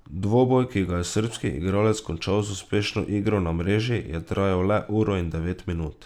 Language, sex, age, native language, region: Slovenian, male, 18-29, Slovenian, Drava region